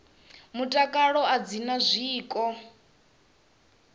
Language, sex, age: Venda, female, 27